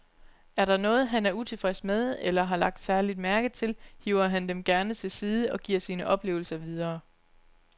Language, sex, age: Danish, female, 29